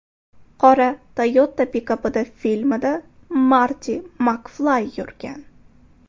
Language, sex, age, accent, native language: Uzbek, female, 18-24, Toshkent shahri, Uzbek